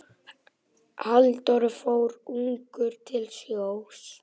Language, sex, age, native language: Icelandic, male, 8, Icelandic